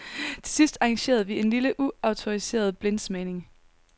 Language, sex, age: Danish, female, 19